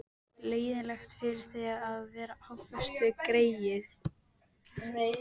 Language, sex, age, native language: Icelandic, female, 12, Icelandic